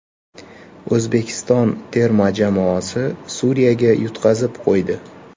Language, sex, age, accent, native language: Uzbek, male, 25-34, Toshkent shahri, Uzbek